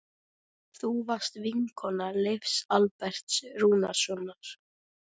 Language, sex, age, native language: Icelandic, female, 13, Icelandic